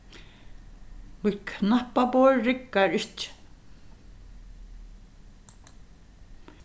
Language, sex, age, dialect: Faroese, female, 61+, Suðurstreymoy